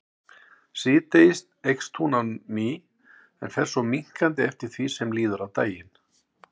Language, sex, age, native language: Icelandic, male, 60-69, Icelandic